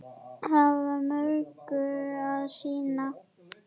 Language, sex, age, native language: Icelandic, female, 8, Icelandic